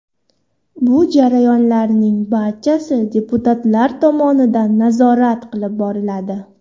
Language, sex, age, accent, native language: Uzbek, female, 19-29, Toshkent viloyati, Uzbek